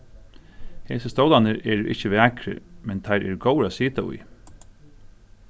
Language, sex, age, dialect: Faroese, male, 36-60, Suðurstreymoy